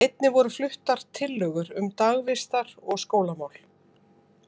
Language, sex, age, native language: Icelandic, female, 50-59, Icelandic